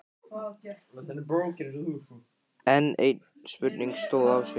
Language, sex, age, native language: Icelandic, male, 15, Icelandic